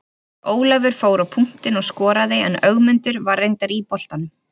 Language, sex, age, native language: Icelandic, female, 30-39, Icelandic